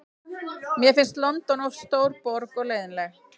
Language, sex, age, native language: Icelandic, female, 40-49, Icelandic